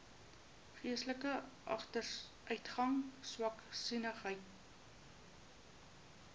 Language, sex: Afrikaans, female